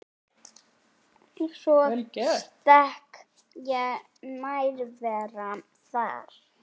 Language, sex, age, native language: Icelandic, female, 8, Icelandic